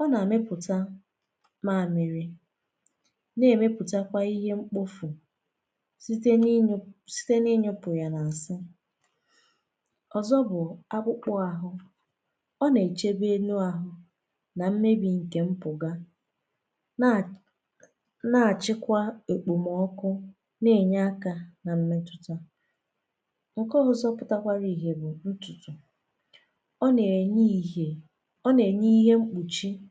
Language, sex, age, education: Igbo, female, 15-29, tertiary